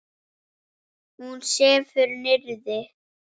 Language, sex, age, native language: Icelandic, female, 7, Icelandic